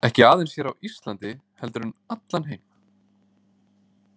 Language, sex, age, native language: Icelandic, male, 20-29, Icelandic